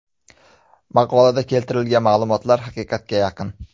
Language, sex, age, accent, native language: Uzbek, male, 25-34, Jizzax, Uzbek